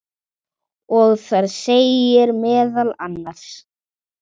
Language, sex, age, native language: Icelandic, male, 7, Icelandic